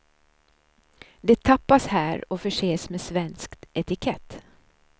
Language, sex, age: Swedish, female, 63